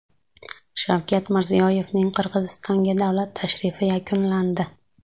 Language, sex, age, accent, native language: Uzbek, female, 35+, Andijon, Uzbek